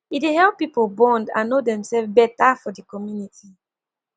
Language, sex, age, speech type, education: Nigerian Pidgin, female, 15-29, spontaneous, tertiary